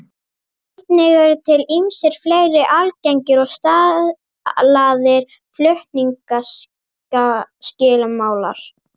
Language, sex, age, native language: Icelandic, female, 30-39, Icelandic